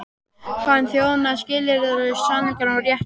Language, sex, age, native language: Icelandic, female, 12, Icelandic